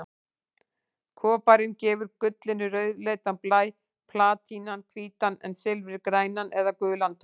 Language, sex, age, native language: Icelandic, female, 40-49, Icelandic